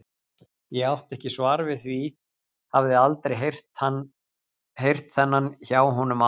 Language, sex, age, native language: Icelandic, male, 40-49, Icelandic